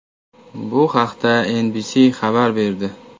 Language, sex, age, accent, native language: Uzbek, male, 18-24, Toshkent viloyati, Uzbek